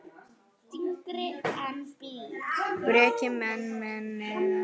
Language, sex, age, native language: Icelandic, female, 9, Icelandic